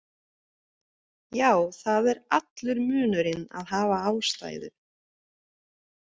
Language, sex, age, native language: Icelandic, female, 50-59, Swedish